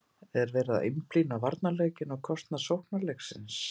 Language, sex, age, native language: Icelandic, female, 50-59, Icelandic